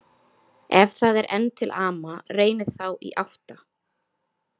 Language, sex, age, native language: Icelandic, female, 30-39, Icelandic